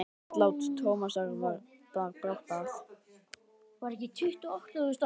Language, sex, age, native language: Icelandic, male, 10, Icelandic